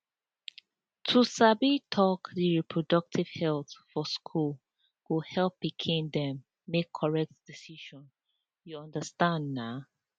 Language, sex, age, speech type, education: Nigerian Pidgin, female, 15-29, spontaneous, tertiary